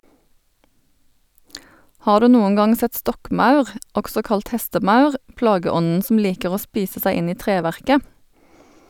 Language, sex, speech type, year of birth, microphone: Norwegian, female, read, 1972, Sennheiser